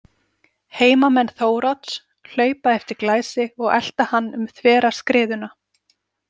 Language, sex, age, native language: Icelandic, female, 40-49, Icelandic